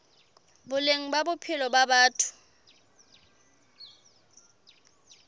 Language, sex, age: Southern Sotho, female, 22